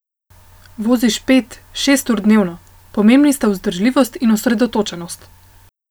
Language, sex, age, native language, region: Slovenian, female, 18-29, Slovenian, Central Slovenia